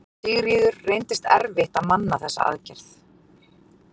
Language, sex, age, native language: Icelandic, female, 40-49, Icelandic